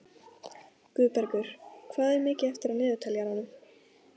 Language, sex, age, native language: Icelandic, female, 15, Icelandic